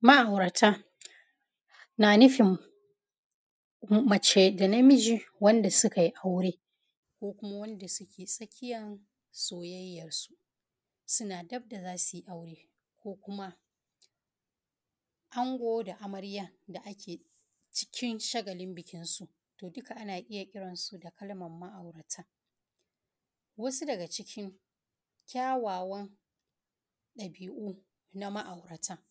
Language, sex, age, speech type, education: Hausa, female, 30-45, spontaneous, primary